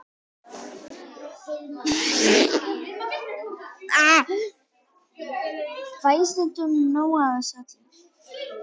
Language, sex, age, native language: Icelandic, female, 11, Icelandic